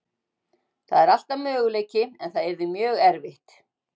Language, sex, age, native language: Icelandic, female, 60-69, Icelandic